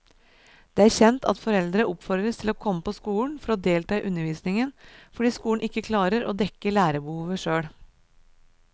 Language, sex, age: Norwegian, female, 37